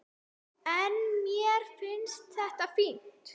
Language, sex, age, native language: Icelandic, female, 8, Icelandic